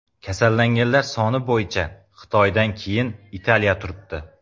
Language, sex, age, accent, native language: Uzbek, male, 18-24, Qoraqalpog'iston, Uzbek